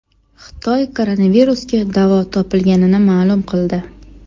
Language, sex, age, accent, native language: Uzbek, female, 18-24, Toshkent shahri, Uzbek